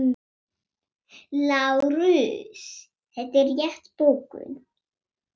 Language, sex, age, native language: Icelandic, female, 7, Swedish